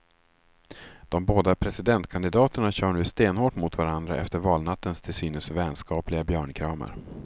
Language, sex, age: Swedish, male, 36